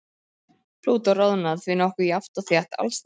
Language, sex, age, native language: Icelandic, female, 30-39, Icelandic